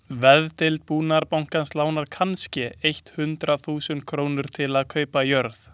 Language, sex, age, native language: Icelandic, male, 20-29, Icelandic